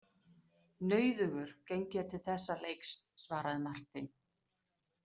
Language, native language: Icelandic, Danish